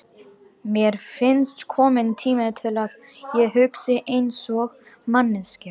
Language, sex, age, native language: Icelandic, female, 18-19, Romanian